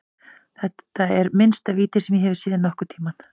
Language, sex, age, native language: Icelandic, female, 40-49, Icelandic